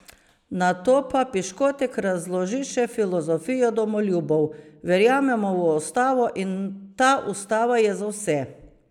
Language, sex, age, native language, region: Slovenian, female, 50-59, Slovenian, Savinja region